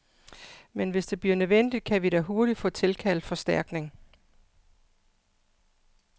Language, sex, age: Danish, female, 55